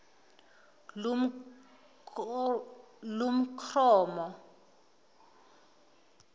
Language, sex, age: Zulu, female, 19